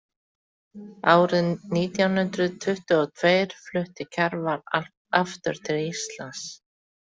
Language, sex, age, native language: Icelandic, female, 40-49, Icelandic